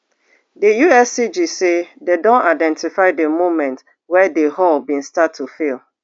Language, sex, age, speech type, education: Nigerian Pidgin, female, 30-45, spontaneous, tertiary